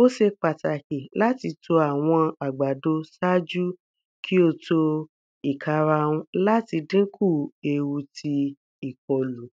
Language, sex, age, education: Yoruba, female, 15-29, tertiary